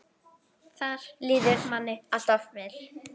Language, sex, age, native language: Icelandic, female, 10, Icelandic